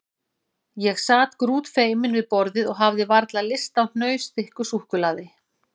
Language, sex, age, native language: Icelandic, female, 40-49, Icelandic